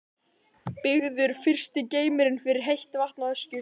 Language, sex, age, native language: Icelandic, male, 11, Icelandic